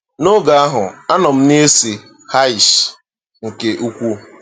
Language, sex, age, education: Igbo, male, 15-29, tertiary